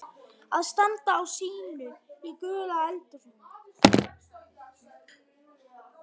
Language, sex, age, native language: Icelandic, male, 11, Icelandic